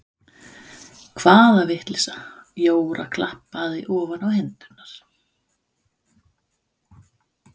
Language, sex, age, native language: Icelandic, female, 50-59, Danish